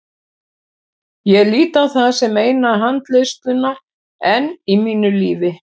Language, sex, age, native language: Icelandic, female, 70-79, Icelandic